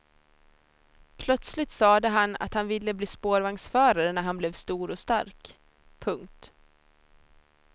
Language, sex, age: Swedish, female, 26